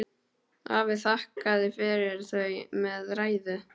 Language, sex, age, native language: Icelandic, male, 12, Icelandic